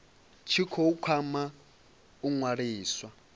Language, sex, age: Venda, male, 22